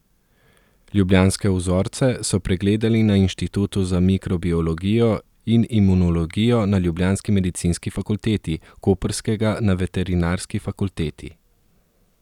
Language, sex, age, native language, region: Slovenian, male, 30-49, Slovenian, Southeast Slovenia